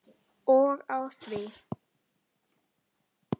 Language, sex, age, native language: Icelandic, female, 10, Icelandic